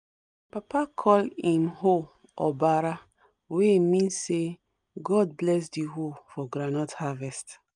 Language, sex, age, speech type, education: Nigerian Pidgin, female, 30-45, spontaneous, tertiary